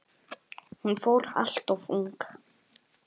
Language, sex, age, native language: Icelandic, female, 8, Icelandic